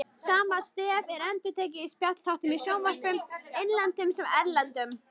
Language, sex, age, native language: Icelandic, female, 18-19, Icelandic